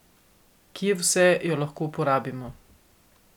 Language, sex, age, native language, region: Slovenian, female, 50-59, Slovenian, Coastal Karst region